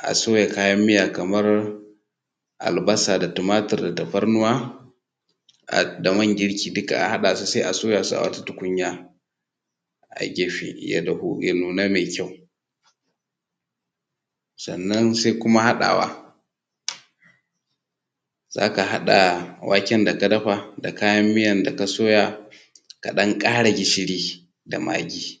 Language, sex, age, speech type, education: Hausa, male, 30-45, spontaneous, tertiary